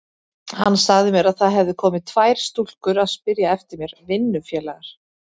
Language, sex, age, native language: Icelandic, female, 40-49, Icelandic